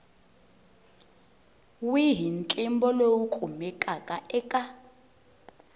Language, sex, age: Tsonga, female, 20